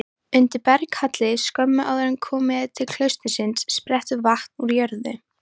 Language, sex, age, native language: Icelandic, female, 18-19, Icelandic